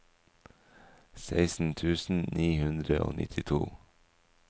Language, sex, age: Norwegian, male, 44